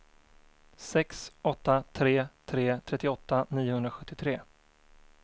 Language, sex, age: Swedish, male, 24